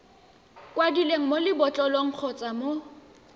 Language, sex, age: Tswana, female, 18